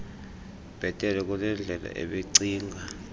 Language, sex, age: Xhosa, male, 38